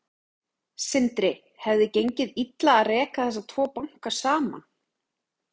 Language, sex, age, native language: Icelandic, female, 30-39, Icelandic